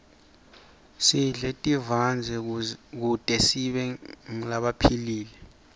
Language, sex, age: Swati, male, 24